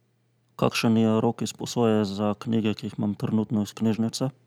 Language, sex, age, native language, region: Slovenian, male, 30-49, Slovenian, Central Slovenia